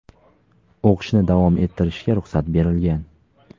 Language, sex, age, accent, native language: Uzbek, male, 19-29, Farg'ona, Uzbek